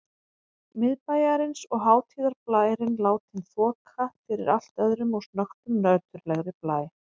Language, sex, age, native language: Icelandic, female, 30-39, Icelandic